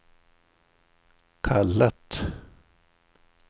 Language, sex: Swedish, male